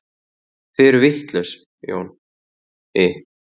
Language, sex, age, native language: Icelandic, male, 30-39, Icelandic